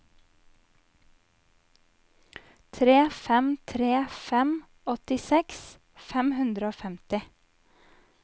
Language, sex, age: Norwegian, female, 27